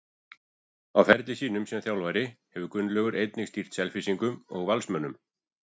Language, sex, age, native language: Icelandic, female, 40-49, Icelandic